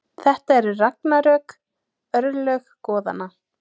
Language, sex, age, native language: Icelandic, female, 30-39, Icelandic